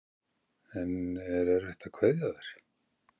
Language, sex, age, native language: Icelandic, male, 50-59, Icelandic